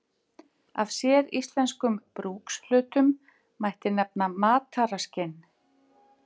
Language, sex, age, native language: Icelandic, female, 50-59, Icelandic